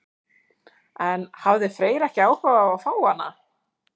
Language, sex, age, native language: Icelandic, female, 30-39, Icelandic